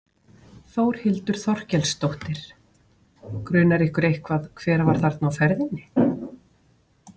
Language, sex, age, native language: Icelandic, female, 40-49, Icelandic